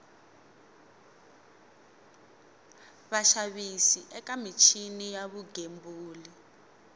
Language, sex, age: Tsonga, female, 22